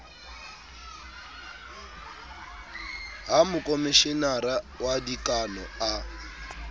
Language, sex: Southern Sotho, male